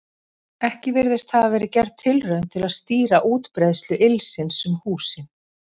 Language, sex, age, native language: Icelandic, female, 50-59, Icelandic